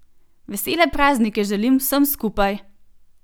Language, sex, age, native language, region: Slovenian, female, 18-29, Slovenian, Gorenjska region